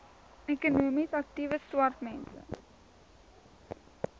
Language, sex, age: Afrikaans, female, 19